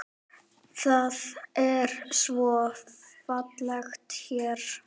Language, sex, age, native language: Icelandic, female, 9, Icelandic